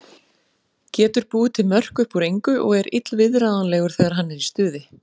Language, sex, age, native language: Icelandic, female, 40-49, Icelandic